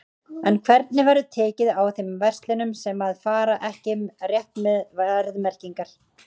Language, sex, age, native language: Icelandic, female, 30-39, Icelandic